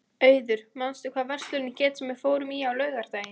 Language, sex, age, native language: Icelandic, female, 20-29, Icelandic